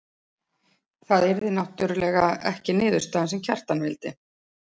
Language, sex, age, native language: Icelandic, female, 40-49, Icelandic